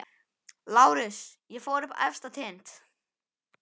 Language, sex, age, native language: Icelandic, male, 11, Icelandic